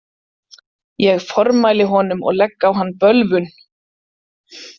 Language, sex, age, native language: Icelandic, female, 40-49, Icelandic